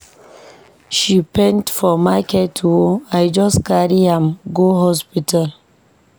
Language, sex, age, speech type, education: Nigerian Pidgin, female, 15-29, read, tertiary